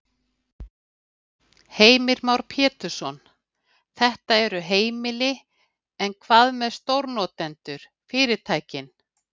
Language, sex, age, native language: Icelandic, female, 50-59, Icelandic